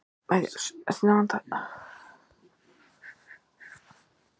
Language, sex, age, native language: Icelandic, female, 40-49, Icelandic